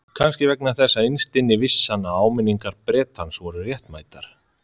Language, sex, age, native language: Icelandic, male, 30-39, Icelandic